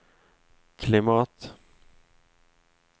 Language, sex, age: Swedish, male, 28